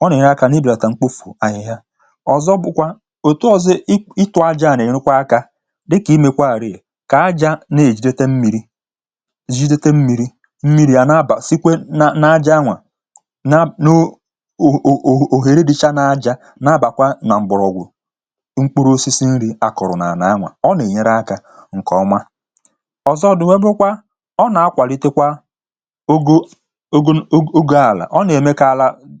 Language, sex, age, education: Igbo, male, 30-45, tertiary